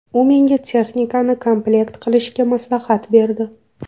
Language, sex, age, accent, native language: Uzbek, female, 18-24, Toshkent shahri, Uzbek